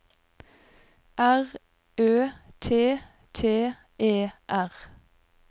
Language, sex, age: Norwegian, female, 42